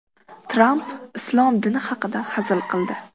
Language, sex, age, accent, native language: Uzbek, female, 12-17, Qashqadaryo, Uzbek